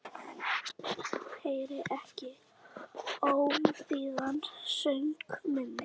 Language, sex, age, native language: Icelandic, female, 8, Icelandic